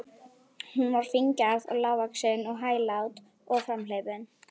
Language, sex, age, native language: Icelandic, female, 11, Icelandic